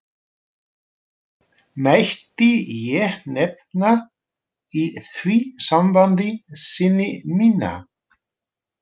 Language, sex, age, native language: Icelandic, male, 40-49, Dutch